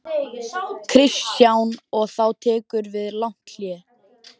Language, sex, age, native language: Icelandic, male, 12, Icelandic